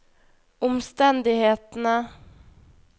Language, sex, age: Norwegian, female, 21